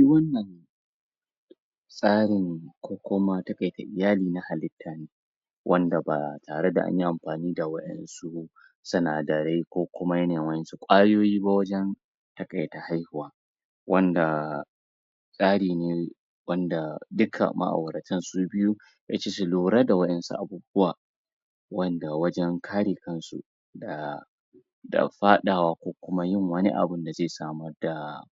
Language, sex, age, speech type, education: Hausa, male, 30-45, spontaneous, tertiary